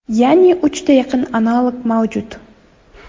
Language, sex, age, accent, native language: Uzbek, female, 19-29, Toshkent shahri, Uzbek